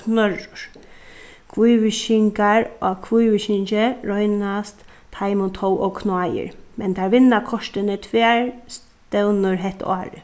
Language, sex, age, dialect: Faroese, female, 36-60, Suðuroy